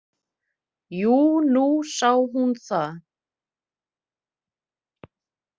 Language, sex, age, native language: Icelandic, female, 30-39, Icelandic